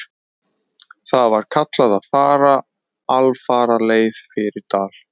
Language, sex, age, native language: Icelandic, male, 20-29, Icelandic